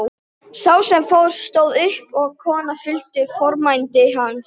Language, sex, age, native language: Icelandic, female, 12, Icelandic